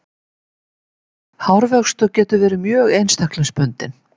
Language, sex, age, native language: Icelandic, female, 70-79, Icelandic